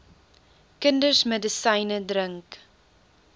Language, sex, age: Afrikaans, female, 19